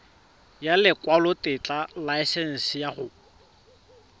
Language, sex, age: Tswana, male, 31